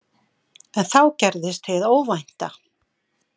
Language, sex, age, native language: Icelandic, female, 50-59, Icelandic